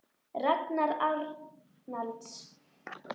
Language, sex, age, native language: Icelandic, female, 10, Icelandic